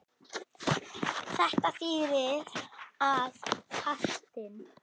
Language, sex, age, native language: Icelandic, female, 9, Icelandic